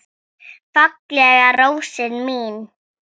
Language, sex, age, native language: Icelandic, female, 6, Icelandic